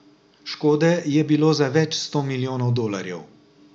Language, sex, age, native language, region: Slovenian, male, 60+, Slovenian, Drava region